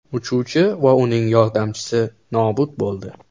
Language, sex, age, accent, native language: Uzbek, male, 18-24, Toshkent shahri, Uzbek